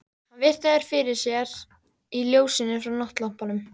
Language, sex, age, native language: Icelandic, female, 14, Icelandic